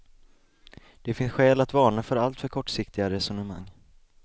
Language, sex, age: Swedish, male, 20